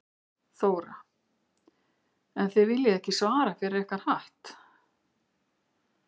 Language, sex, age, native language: Icelandic, female, 50-59, Icelandic